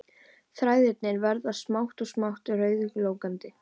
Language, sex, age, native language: Icelandic, female, 18-19, Icelandic